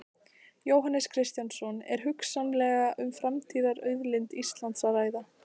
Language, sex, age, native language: Icelandic, female, 14, Icelandic